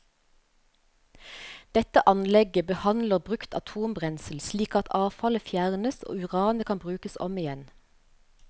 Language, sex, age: Norwegian, female, 35